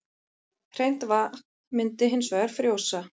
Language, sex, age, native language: Icelandic, female, 30-39, Icelandic